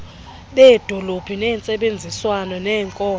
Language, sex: Xhosa, female